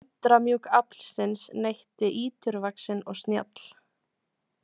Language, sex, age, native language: Icelandic, female, 20-29, Icelandic